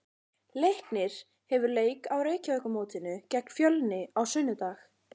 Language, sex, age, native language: Icelandic, female, 40-49, Icelandic